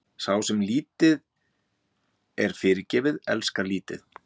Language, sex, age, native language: Icelandic, male, 40-49, Icelandic